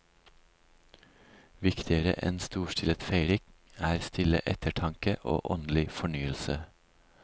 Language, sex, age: Norwegian, male, 36